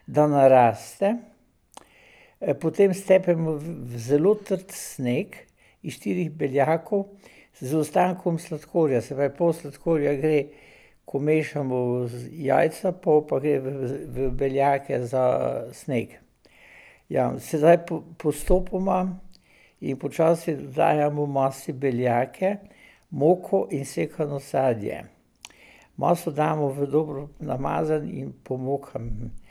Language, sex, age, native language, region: Slovenian, male, 60+, Slovenian, Pomurje region